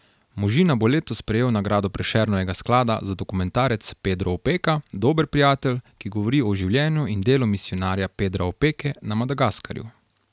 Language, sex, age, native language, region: Slovenian, male, 18-29, Slovenian, Carinthia region